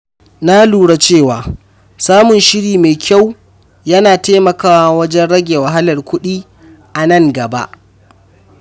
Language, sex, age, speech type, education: Hausa, male, 15-29, read, primary